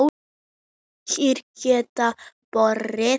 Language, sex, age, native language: Icelandic, female, 7, Icelandic